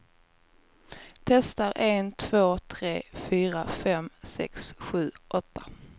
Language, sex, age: Swedish, female, 24